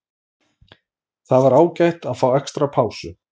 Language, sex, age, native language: Icelandic, male, 40-49, Icelandic